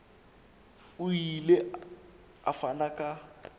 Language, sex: Southern Sotho, male